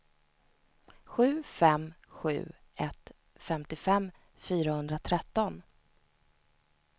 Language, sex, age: Swedish, female, 29